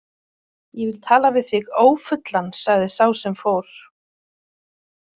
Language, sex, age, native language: Icelandic, female, 30-39, Icelandic